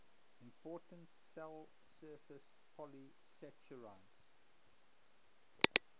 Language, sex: English, male